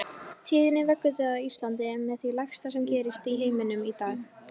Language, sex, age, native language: Icelandic, female, 18-19, Icelandic